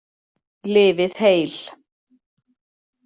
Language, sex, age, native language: Icelandic, female, 40-49, Icelandic